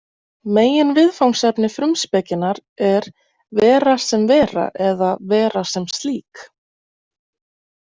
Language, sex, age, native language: Icelandic, female, 20-29, Icelandic